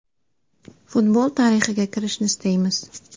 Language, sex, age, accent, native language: Uzbek, female, 30-39, Samarqand, Uzbek